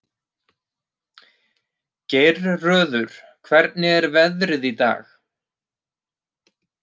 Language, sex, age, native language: Icelandic, male, 30-39, Icelandic